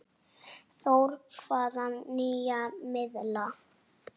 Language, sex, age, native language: Icelandic, female, 6, Icelandic